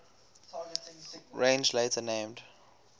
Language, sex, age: English, male, 18